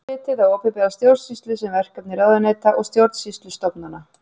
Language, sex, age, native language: Icelandic, female, 40-49, Icelandic